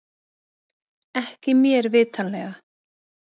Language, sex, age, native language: Icelandic, female, 50-59, Icelandic